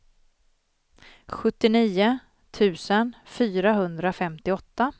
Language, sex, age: Swedish, female, 40